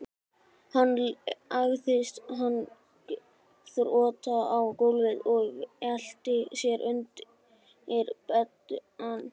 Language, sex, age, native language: Icelandic, male, 12, Icelandic